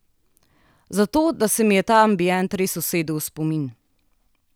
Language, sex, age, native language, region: Slovenian, female, 30-49, Slovenian, Southeast Slovenia